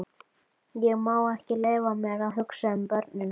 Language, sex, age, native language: Icelandic, female, 12, Icelandic